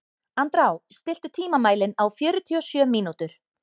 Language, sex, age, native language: Icelandic, female, 30-39, Icelandic